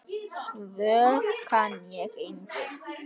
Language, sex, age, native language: Icelandic, male, 10, Icelandic